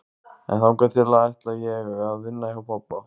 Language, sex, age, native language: Icelandic, male, 15, Icelandic